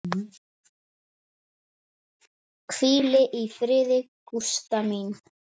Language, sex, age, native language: Icelandic, female, 10, Icelandic